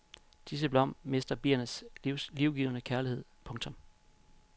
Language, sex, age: Danish, male, 31